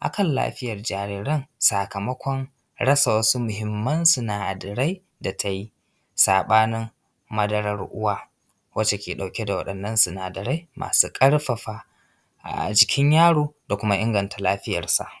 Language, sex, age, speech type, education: Hausa, male, 15-29, spontaneous, secondary